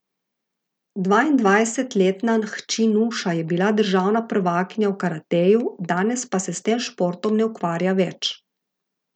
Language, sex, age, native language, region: Slovenian, female, 50-59, Slovenian, Gorica region